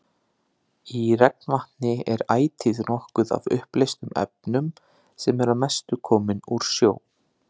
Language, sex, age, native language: Icelandic, male, 30-39, Icelandic